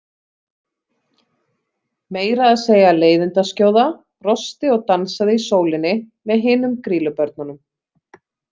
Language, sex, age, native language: Icelandic, female, 30-39, Icelandic